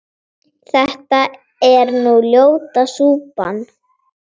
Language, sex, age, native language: Icelandic, female, 7, Icelandic